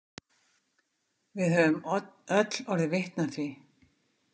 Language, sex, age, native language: Icelandic, female, 50-59, Icelandic